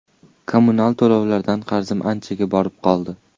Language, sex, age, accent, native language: Uzbek, male, 18-24, Toshkent shahri, Uzbek